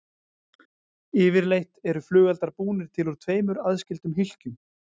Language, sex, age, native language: Icelandic, male, 40-49, Icelandic